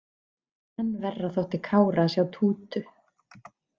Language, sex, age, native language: Icelandic, female, 40-49, Icelandic